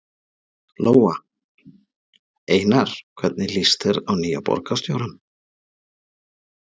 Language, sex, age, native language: Icelandic, male, 40-49, Icelandic